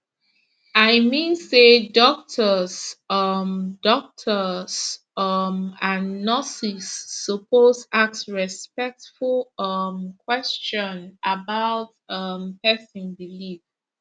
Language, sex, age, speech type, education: Nigerian Pidgin, female, 15-29, spontaneous, tertiary